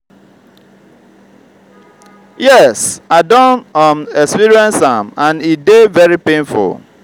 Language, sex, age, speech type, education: Nigerian Pidgin, male, 30-45, spontaneous, tertiary